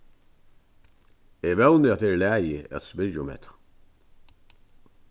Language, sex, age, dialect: Faroese, male, 61+, Vágar